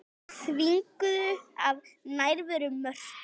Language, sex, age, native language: Icelandic, female, 9, Icelandic